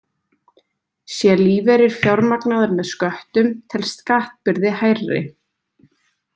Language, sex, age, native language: Icelandic, female, 20-29, Icelandic